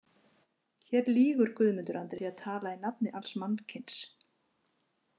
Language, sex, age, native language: Icelandic, female, 50-59, Icelandic